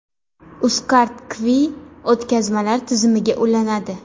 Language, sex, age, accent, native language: Uzbek, female, 18-24, Farg'ona, Uzbek